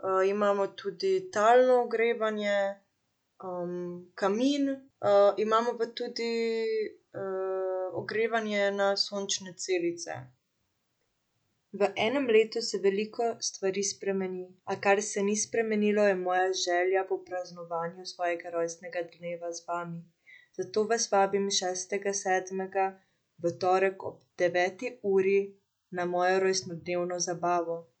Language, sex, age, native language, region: Slovenian, female, 18-29, Slovenian, Central Slovenia